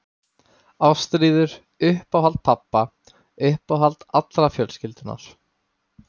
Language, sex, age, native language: Icelandic, male, 18-19, Icelandic